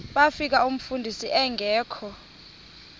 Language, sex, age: Xhosa, female, 24